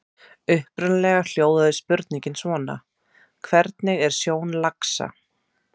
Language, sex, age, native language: Icelandic, female, 30-39, Icelandic